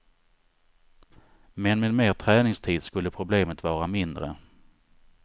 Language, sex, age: Swedish, male, 39